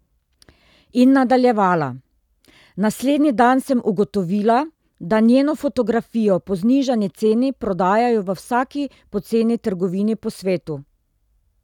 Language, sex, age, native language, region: Slovenian, female, 30-49, Slovenian, Drava region